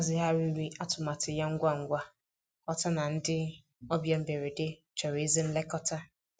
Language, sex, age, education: Igbo, female, 30-45, tertiary